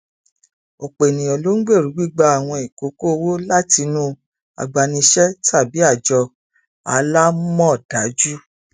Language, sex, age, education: Yoruba, female, 46-60, tertiary